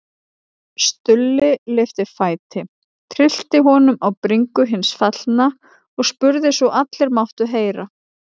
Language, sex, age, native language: Icelandic, female, 30-39, Icelandic